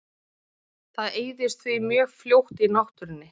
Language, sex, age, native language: Icelandic, female, 30-39, Icelandic